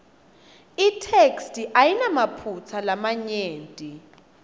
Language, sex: Swati, female